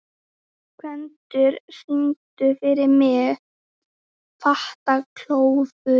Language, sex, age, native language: Icelandic, female, 13, Icelandic